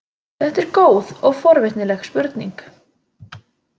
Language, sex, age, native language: Icelandic, female, 20-29, Icelandic